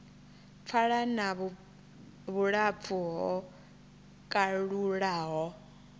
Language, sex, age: Venda, female, 21